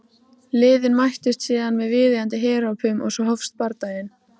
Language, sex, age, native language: Icelandic, female, 14, Icelandic